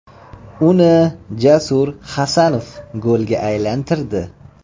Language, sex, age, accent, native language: Uzbek, male, 25-34, Toshkent viloyati, Uzbek